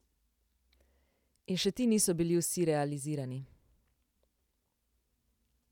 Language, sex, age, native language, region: Slovenian, female, 18-29, Slovenian, Central Slovenia